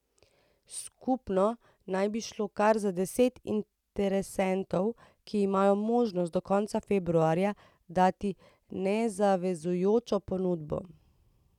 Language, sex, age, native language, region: Slovenian, female, 30-49, Slovenian, Central Slovenia